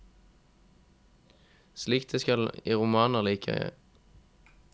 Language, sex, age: Norwegian, male, 21